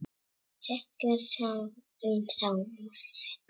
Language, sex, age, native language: Icelandic, female, 7, Czech